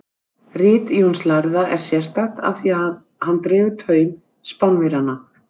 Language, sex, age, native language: Icelandic, female, 60-69, Icelandic